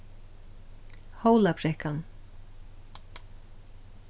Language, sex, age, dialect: Faroese, female, 36-60, Suðurstreymoy